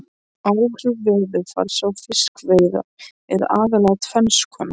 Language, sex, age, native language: Icelandic, male, 13, Polish